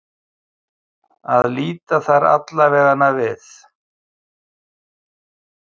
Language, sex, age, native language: Icelandic, male, 50-59, Icelandic